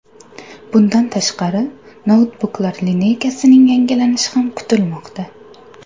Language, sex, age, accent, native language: Uzbek, female, 18-24, Surxondaryo, Uzbek